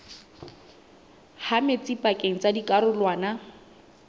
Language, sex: Southern Sotho, female